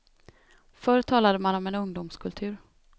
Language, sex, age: Swedish, female, 32